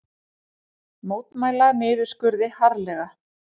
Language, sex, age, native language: Icelandic, female, 40-49, Icelandic